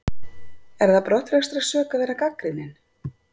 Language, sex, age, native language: Icelandic, female, 50-59, Icelandic